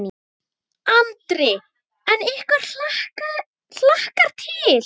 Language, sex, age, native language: Icelandic, female, 9, Icelandic